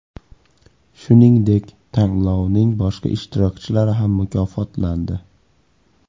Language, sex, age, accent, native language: Uzbek, male, 25-34, Andijon, Uzbek